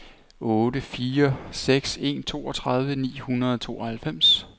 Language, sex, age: Danish, male, 29